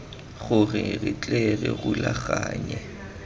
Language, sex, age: Tswana, male, 23